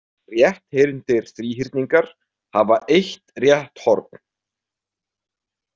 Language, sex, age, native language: Icelandic, male, 20-29, Icelandic